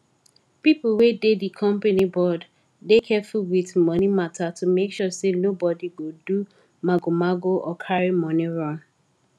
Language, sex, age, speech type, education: Nigerian Pidgin, female, 15-29, spontaneous, tertiary